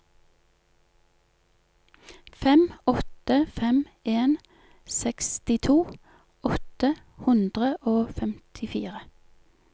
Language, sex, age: Norwegian, female, 48